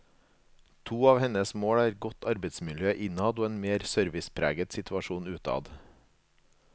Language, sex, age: Norwegian, male, 37